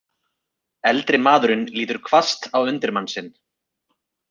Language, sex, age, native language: Icelandic, male, 30-39, Icelandic